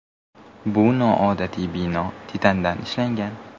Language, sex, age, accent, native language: Uzbek, male, 18-24, Samarqand, Uzbek